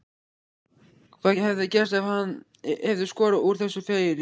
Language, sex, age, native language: Icelandic, male, 14, Icelandic